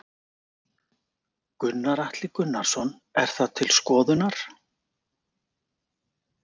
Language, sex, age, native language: Icelandic, male, 40-49, Icelandic